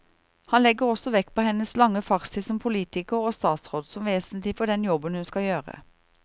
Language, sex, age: Norwegian, female, 38